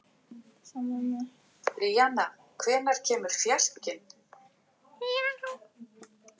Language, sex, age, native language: Icelandic, female, 11, Icelandic